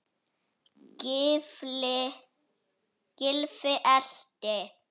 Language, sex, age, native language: Icelandic, male, 7, Icelandic